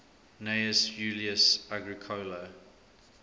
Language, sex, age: English, male, 24